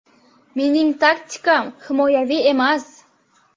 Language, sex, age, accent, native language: Uzbek, female, 25-34, Navoiy, Uzbek